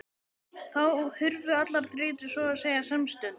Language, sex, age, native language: Icelandic, male, 12, Icelandic